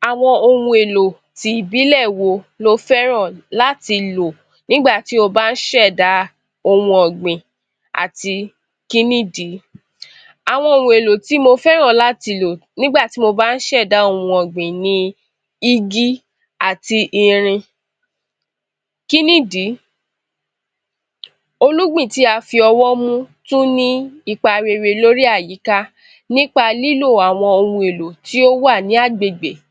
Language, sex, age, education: Yoruba, female, 15-29, tertiary